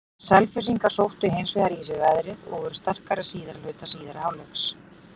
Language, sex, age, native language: Icelandic, female, 40-49, Icelandic